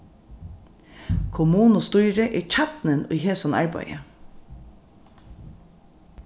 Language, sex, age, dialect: Faroese, female, 36-60, Norðurstreymoy/Eysturoy